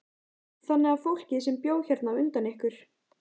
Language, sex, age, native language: Icelandic, female, 14, Icelandic